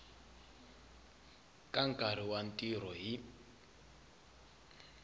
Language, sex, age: Tsonga, male, 20